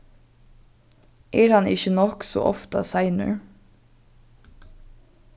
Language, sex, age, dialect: Faroese, female, 15-35, Norðurstreymoy/Eysturoy